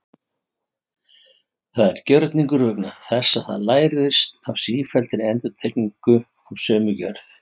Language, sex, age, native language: Icelandic, male, 50-59, Icelandic